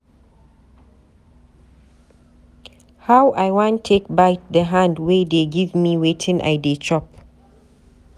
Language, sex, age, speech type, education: Nigerian Pidgin, female, 30-45, read, tertiary